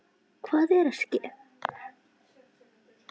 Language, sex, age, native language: Icelandic, male, 10, Icelandic